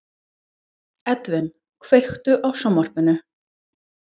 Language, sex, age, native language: Icelandic, female, 20-29, English